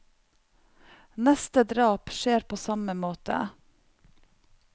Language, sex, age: Norwegian, female, 45